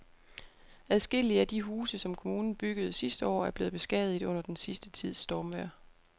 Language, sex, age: Danish, female, 28